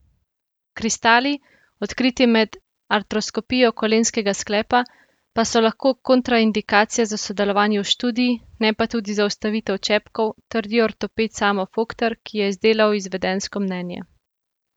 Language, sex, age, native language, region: Slovenian, female, 18-29, Slovenian, Central Slovenia